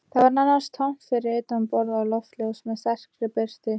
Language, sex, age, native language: Icelandic, female, 18-19, Icelandic